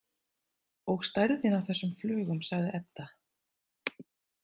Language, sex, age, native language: Icelandic, female, 30-39, Icelandic